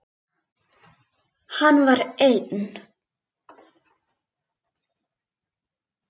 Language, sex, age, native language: Icelandic, female, 8, Icelandic